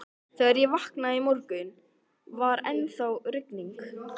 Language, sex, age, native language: Icelandic, male, 13, Icelandic